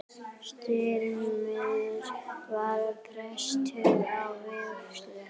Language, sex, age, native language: Icelandic, female, 9, Icelandic